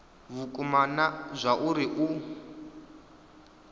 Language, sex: Venda, male